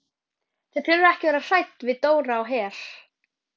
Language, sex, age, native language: Icelandic, female, 12, Icelandic